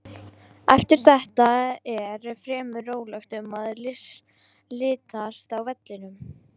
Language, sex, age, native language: Icelandic, female, 18-19, Icelandic